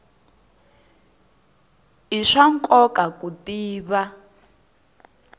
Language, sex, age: Tsonga, female, 20